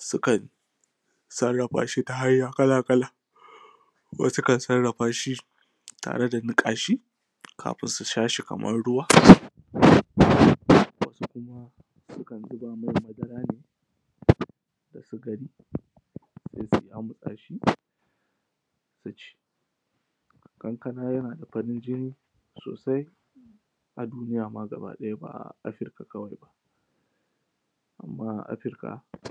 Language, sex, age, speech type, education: Hausa, male, 15-29, spontaneous, tertiary